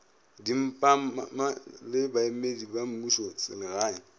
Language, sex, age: Northern Sotho, male, 26